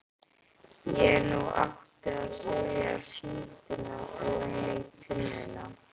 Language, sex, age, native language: Icelandic, female, 12, Icelandic